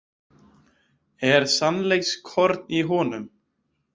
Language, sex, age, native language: Icelandic, male, 20-29, Icelandic